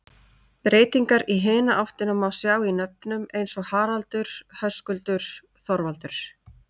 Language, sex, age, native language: Icelandic, female, 30-39, Icelandic